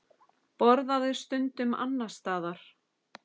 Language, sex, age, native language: Icelandic, female, 10, Icelandic